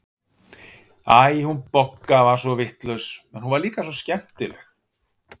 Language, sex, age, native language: Icelandic, male, 50-59, Icelandic